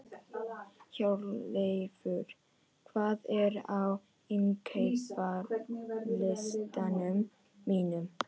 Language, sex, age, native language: Icelandic, female, 14, Icelandic